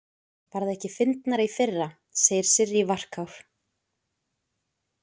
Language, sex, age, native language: Icelandic, female, 20-29, Icelandic